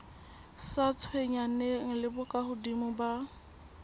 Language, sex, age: Southern Sotho, female, 18